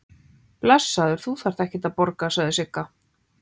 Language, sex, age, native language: Icelandic, other, 15, Icelandic